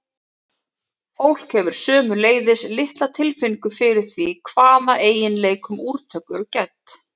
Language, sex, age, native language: Icelandic, female, 30-39, Icelandic